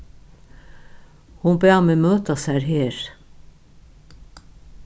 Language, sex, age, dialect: Faroese, female, 61+, Norðuroyggjar